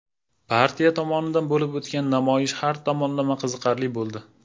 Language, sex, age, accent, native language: Uzbek, male, 19-29, Jizzax, Uzbek